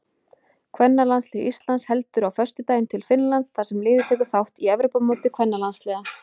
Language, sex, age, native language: Icelandic, female, 20-29, Icelandic